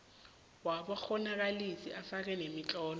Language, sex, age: South Ndebele, female, 21